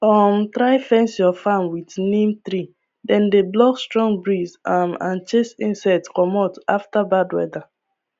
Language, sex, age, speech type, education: Nigerian Pidgin, female, 15-29, spontaneous, tertiary